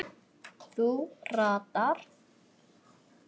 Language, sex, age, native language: Icelandic, male, 6, Icelandic